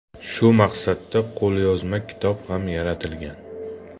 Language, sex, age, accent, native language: Uzbek, male, 25-34, Farg'ona, Uzbek